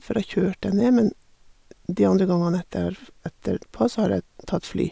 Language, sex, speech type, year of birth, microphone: Norwegian, female, spontaneous, 1958, Sennheiser